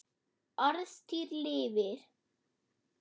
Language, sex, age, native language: Icelandic, female, 8, German